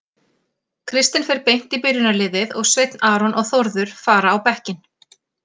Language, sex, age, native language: Icelandic, female, 40-49, Icelandic